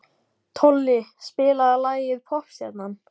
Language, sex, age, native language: Icelandic, male, 14, Icelandic